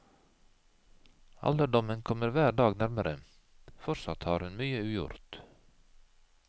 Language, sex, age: Norwegian, male, 51